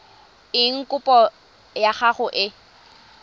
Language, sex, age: Tswana, female, 20